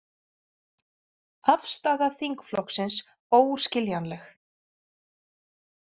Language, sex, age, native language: Icelandic, female, 40-49, Icelandic